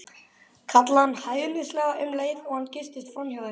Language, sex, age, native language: Icelandic, male, 12, Icelandic